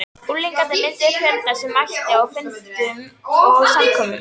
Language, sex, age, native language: Icelandic, female, 13, Icelandic